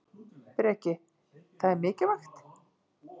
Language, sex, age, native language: Icelandic, female, 50-59, Icelandic